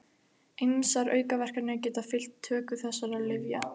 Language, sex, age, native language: Icelandic, female, 18-19, Icelandic